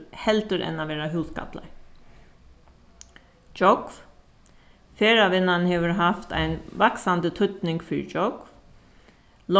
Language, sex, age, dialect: Faroese, female, 36-60, Suðuroy